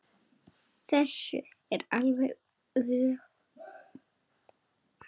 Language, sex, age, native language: Icelandic, male, 8, Icelandic